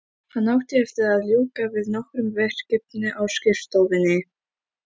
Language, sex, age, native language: Icelandic, female, 11, Icelandic